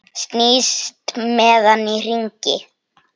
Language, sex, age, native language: Icelandic, female, 8, Icelandic